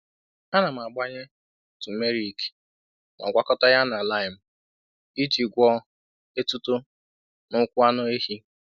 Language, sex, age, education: Igbo, male, 15-29, tertiary